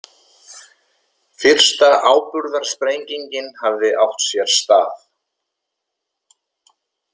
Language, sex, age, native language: Icelandic, male, 70-79, Icelandic